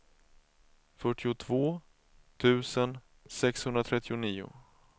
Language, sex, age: Swedish, male, 31